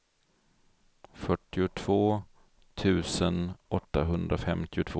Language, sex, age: Swedish, male, 42